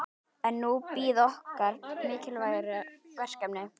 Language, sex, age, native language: Icelandic, female, 18-19, Icelandic